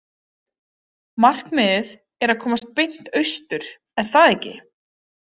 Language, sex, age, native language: Icelandic, female, 30-39, Icelandic